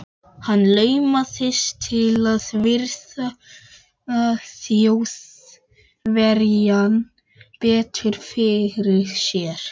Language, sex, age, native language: Icelandic, male, 12, Icelandic